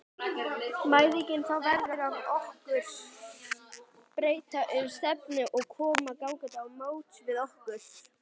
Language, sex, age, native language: Icelandic, female, 60-69, Icelandic